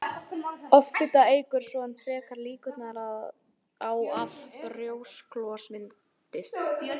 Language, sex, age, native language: Icelandic, female, 18-19, Icelandic